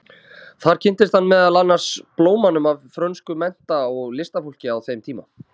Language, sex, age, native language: Icelandic, male, 30-39, Icelandic